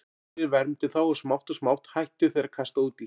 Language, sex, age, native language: Icelandic, male, 40-49, Icelandic